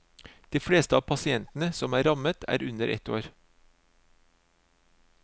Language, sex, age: Norwegian, male, 36